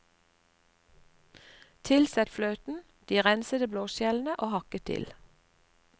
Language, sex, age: Norwegian, female, 59